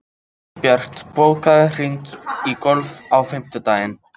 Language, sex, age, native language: Icelandic, female, 50-59, Icelandic